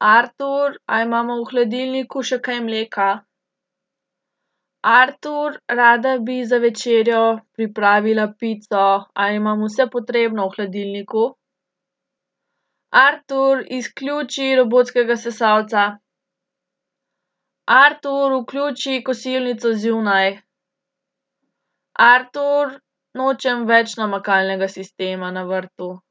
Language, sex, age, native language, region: Slovenian, female, 18-29, Slovenian, Central Slovenia